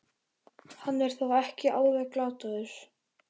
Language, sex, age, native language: Icelandic, male, 13, Icelandic